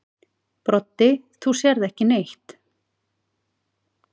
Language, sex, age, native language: Icelandic, female, 40-49, Icelandic